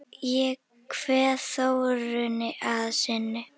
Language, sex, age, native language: Icelandic, female, 10, Icelandic